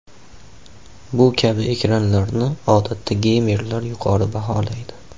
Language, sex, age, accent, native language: Uzbek, male, 18-24, Andijon, Uzbek